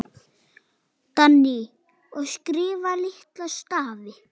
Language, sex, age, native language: Icelandic, male, 6, Icelandic